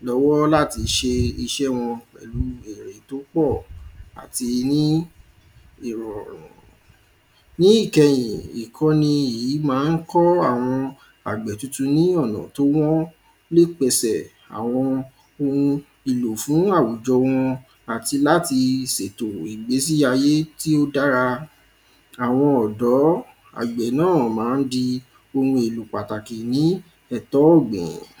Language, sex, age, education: Yoruba, male, 15-29, primary